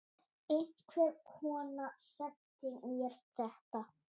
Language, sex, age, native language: Icelandic, female, 8, Icelandic